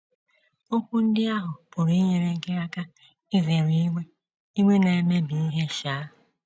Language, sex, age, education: Igbo, female, 30-45, tertiary